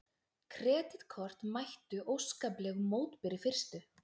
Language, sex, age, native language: Icelandic, female, 20-29, Icelandic